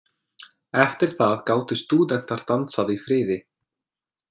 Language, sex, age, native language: Icelandic, male, 20-29, English